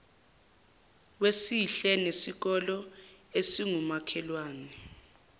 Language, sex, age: Zulu, male, 23